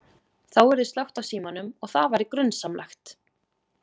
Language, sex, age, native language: Icelandic, female, 20-29, Icelandic